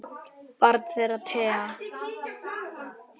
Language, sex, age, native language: Icelandic, male, 10, Icelandic